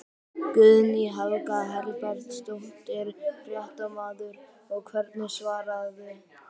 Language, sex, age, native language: Icelandic, male, 12, Icelandic